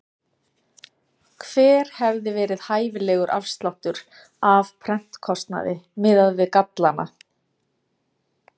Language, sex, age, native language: Icelandic, female, 30-39, Icelandic